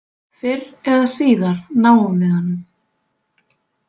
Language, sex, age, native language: Icelandic, female, 20-29, Icelandic